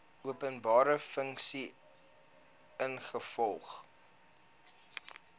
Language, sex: Afrikaans, male